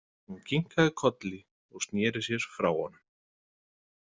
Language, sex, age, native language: Icelandic, male, 30-39, Icelandic